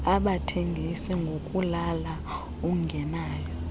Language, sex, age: Xhosa, female, 23